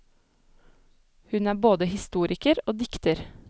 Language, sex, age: Norwegian, female, 25